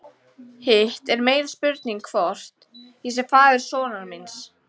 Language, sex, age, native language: Icelandic, female, 14, Icelandic